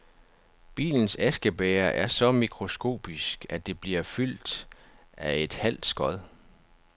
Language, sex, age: Danish, male, 49